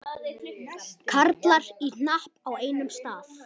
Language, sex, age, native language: Icelandic, male, 11, Icelandic